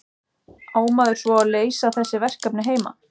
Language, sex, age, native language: Icelandic, male, 14, Icelandic